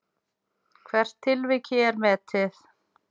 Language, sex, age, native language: Icelandic, female, 6, Icelandic